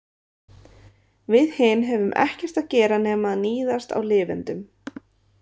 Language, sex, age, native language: Icelandic, female, 30-39, Icelandic